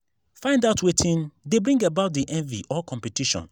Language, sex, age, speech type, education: Nigerian Pidgin, male, 15-29, spontaneous, tertiary